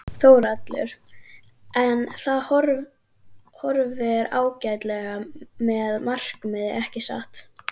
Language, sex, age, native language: Icelandic, female, 12, Icelandic